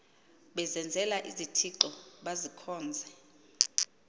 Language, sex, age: Xhosa, female, 38